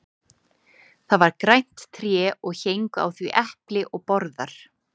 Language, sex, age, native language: Icelandic, female, 30-39, Icelandic